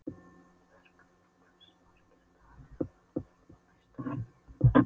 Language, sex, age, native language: Icelandic, female, 12, Polish